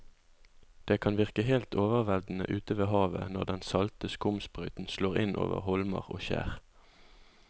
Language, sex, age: Norwegian, male, 20